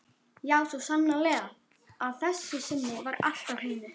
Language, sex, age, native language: Icelandic, female, 11, Icelandic